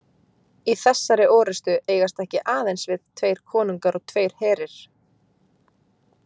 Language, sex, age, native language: Icelandic, female, 20-29, Icelandic